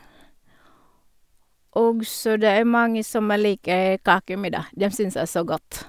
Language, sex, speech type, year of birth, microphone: Norwegian, female, spontaneous, 1962, Shure